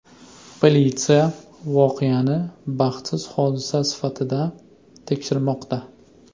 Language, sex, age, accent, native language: Uzbek, male, 25-34, Andijon, Uzbek